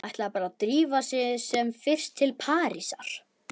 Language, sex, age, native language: Icelandic, male, 11, Icelandic